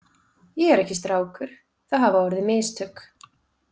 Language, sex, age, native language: Icelandic, female, 20-29, Icelandic